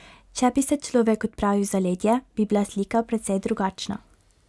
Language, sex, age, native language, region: Slovenian, female, 18-29, Slovenian, Pomurje region